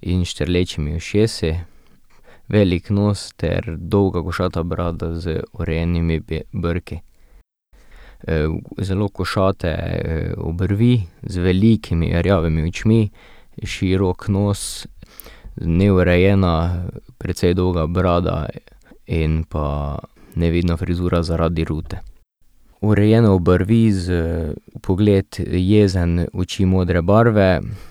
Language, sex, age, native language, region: Slovenian, male, 18-29, Slovenian, Drava region